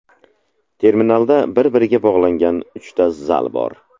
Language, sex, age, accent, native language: Uzbek, male, 25-34, Samarqand, Uzbek